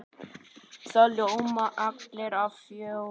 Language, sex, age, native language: Icelandic, male, 9, Icelandic